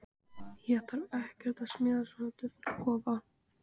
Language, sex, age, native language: Icelandic, female, 15, Icelandic